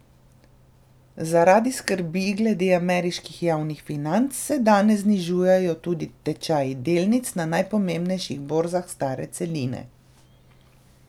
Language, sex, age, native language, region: Slovenian, female, 30-49, Slovenian, Drava region